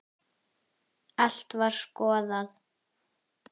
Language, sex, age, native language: Icelandic, female, 10, Icelandic